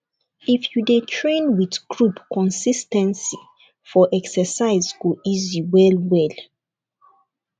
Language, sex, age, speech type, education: Nigerian Pidgin, female, 15-29, spontaneous, tertiary